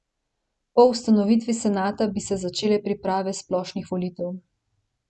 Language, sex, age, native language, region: Slovenian, female, 18-29, Slovenian, Central Slovenia